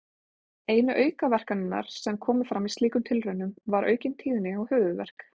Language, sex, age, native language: Icelandic, female, 20-29, Icelandic